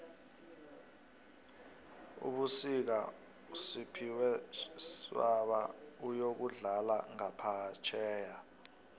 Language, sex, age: South Ndebele, male, 23